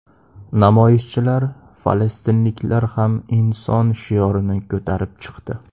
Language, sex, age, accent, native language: Uzbek, male, 18-24, Andijon, Uzbek